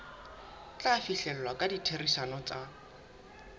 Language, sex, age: Southern Sotho, male, 21